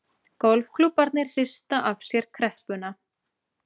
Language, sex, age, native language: Icelandic, female, 30-39, Icelandic